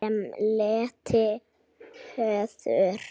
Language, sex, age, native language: Icelandic, female, 8, Icelandic